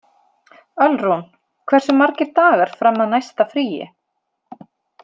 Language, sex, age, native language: Icelandic, female, 30-39, Icelandic